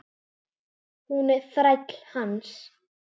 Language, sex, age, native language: Icelandic, female, 10, Icelandic